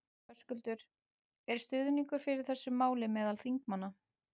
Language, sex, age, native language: Icelandic, male, 12, Icelandic